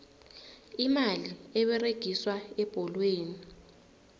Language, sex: South Ndebele, female